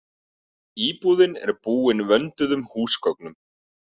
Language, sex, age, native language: Icelandic, male, 30-39, Icelandic